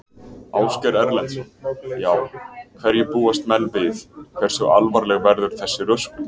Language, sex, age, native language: Icelandic, male, 20-29, Icelandic